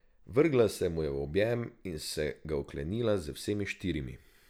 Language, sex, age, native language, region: Slovenian, male, 18-29, Slovenian, Drava region